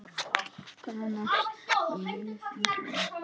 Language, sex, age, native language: Icelandic, male, 9, Icelandic